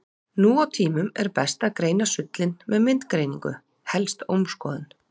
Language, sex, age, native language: Icelandic, female, 40-49, Icelandic